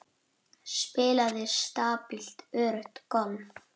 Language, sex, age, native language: Icelandic, female, 8, Icelandic